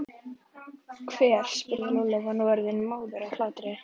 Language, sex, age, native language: Icelandic, female, 11, Icelandic